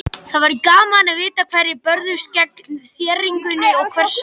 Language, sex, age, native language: Icelandic, male, 18-19, Icelandic